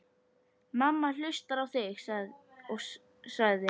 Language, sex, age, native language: Icelandic, female, 10, Icelandic